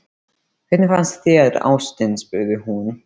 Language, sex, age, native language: Icelandic, male, 13, Icelandic